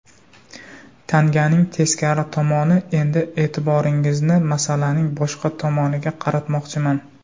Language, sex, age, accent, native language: Uzbek, male, 19-29, Surxondaryo, Uzbek